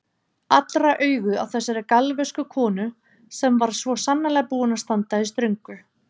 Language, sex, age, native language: Icelandic, female, 30-39, Icelandic